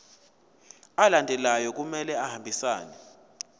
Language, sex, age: Zulu, male, 22